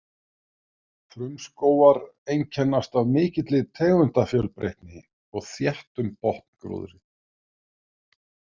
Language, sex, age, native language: Icelandic, male, 50-59, Icelandic